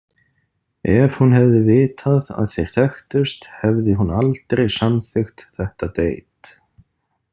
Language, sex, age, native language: Icelandic, male, 30-39, Icelandic